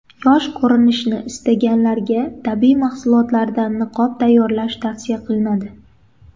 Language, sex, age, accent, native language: Uzbek, female, 18-24, Qashqadaryo, Uzbek